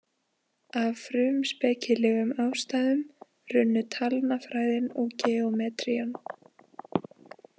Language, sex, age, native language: Icelandic, female, 20-29, Icelandic